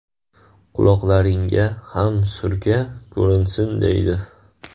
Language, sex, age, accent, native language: Uzbek, male, 18-24, Farg'ona, Uzbek